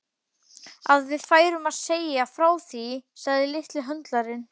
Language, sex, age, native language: Icelandic, male, 12, Icelandic